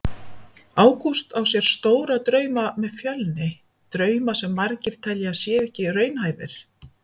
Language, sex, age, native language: Icelandic, female, 50-59, Icelandic